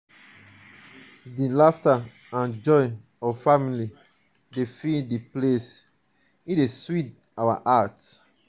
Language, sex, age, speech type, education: Nigerian Pidgin, male, 30-45, spontaneous, tertiary